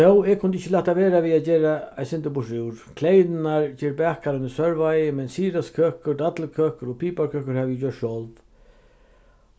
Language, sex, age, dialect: Faroese, male, 36-60, Vágar